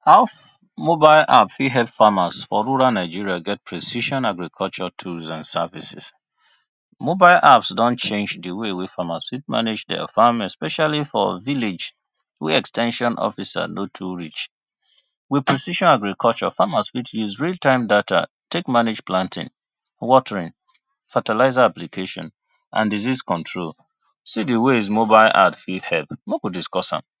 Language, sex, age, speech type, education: Nigerian Pidgin, male, 30-45, spontaneous, tertiary